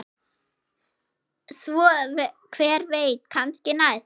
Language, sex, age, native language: Icelandic, female, 6, Icelandic